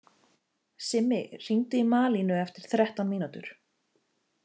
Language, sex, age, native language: Icelandic, female, 30-39, Icelandic